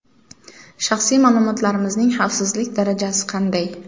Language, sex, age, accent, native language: Uzbek, female, 18-24, Samarqand, Uzbek